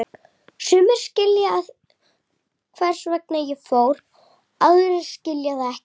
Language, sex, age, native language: Icelandic, female, 30-39, Icelandic